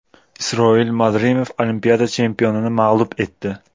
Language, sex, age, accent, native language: Uzbek, male, 18-24, Qashqadaryo, Uzbek